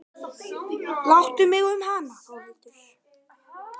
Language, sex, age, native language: Icelandic, male, 12, Icelandic